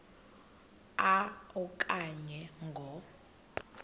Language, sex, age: Xhosa, female, 20